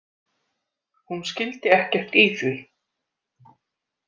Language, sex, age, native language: Icelandic, female, 30-39, Icelandic